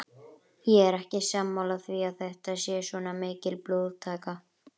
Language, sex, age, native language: Icelandic, female, 30-39, Icelandic